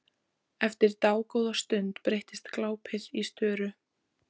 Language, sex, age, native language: Icelandic, female, 14, Icelandic